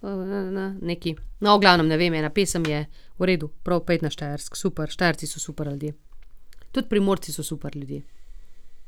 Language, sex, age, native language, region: Slovenian, female, 30-49, Slovenian, Gorenjska region